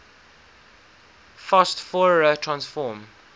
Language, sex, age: English, male, 19